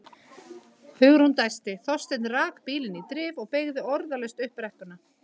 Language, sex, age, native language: Icelandic, female, 18-19, Icelandic